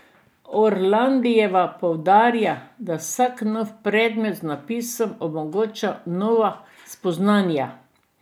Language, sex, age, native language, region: Slovenian, female, 60+, Slovenian, Drava region